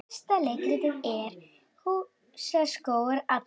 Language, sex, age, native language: Icelandic, male, 8, Icelandic